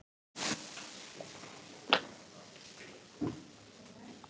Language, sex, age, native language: Icelandic, female, 40-49, Icelandic